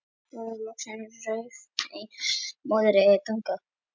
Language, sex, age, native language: Icelandic, male, 50-59, Icelandic